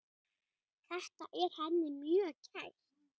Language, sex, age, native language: Icelandic, female, 8, Icelandic